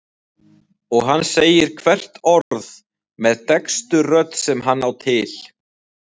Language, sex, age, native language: Icelandic, male, 20-29, Icelandic